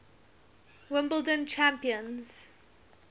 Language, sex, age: English, female, 19